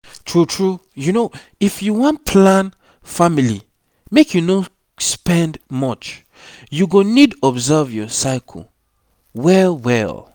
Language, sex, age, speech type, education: Nigerian Pidgin, male, 30-45, spontaneous, tertiary